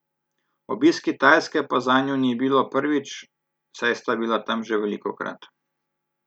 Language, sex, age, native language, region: Slovenian, male, 30-49, Slovenian, Southeast Slovenia